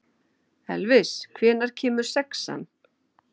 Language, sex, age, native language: Icelandic, female, 40-49, Icelandic